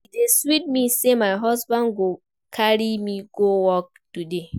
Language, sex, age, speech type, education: Nigerian Pidgin, female, 15-29, read, primary